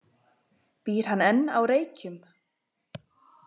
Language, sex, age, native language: Icelandic, female, 20-29, Icelandic